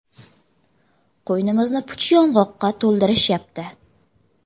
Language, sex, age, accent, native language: Uzbek, female, 18-24, Jizzax, Uzbek